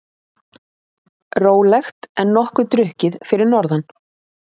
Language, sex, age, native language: Icelandic, female, 30-39, Icelandic